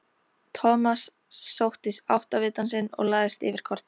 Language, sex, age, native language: Icelandic, female, 13, Icelandic